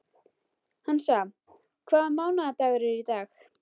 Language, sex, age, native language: Icelandic, female, 12, Icelandic